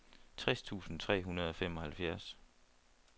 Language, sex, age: Danish, male, 29